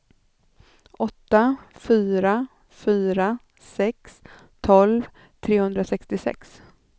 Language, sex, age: Swedish, female, 39